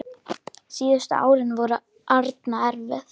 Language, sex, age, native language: Icelandic, female, 10, Icelandic